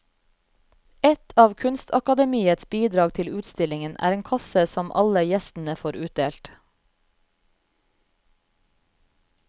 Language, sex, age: Norwegian, female, 34